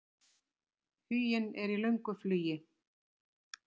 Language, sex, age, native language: Icelandic, female, 60-69, Icelandic